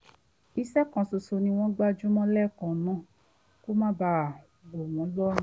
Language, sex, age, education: Yoruba, female, 30-45, tertiary